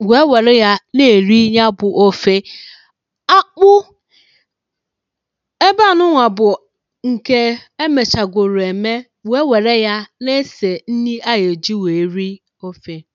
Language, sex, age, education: Igbo, female, 30-45, tertiary